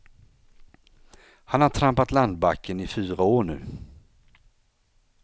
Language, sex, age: Swedish, male, 49